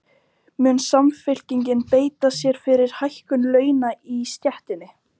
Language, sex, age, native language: Icelandic, female, 30-39, Icelandic